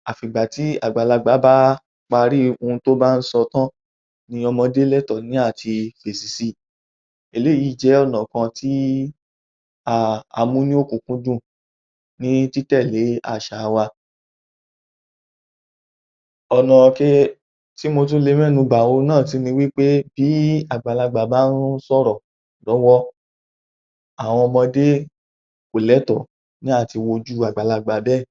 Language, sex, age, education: Yoruba, male, 30-45, tertiary